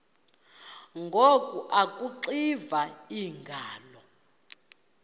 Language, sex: Xhosa, female